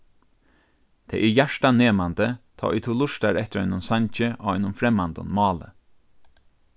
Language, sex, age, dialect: Faroese, male, 36-60, Norðurstreymoy/Eysturoy